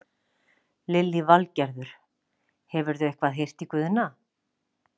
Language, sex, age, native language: Icelandic, female, 40-49, Icelandic